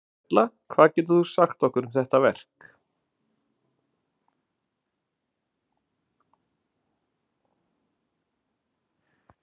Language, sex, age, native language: Icelandic, male, 40-49, Icelandic